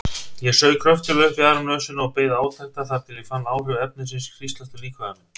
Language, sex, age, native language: Icelandic, male, 30-39, Icelandic